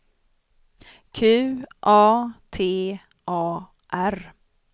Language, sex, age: Swedish, female, 40